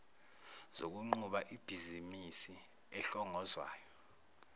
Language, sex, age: Zulu, male, 19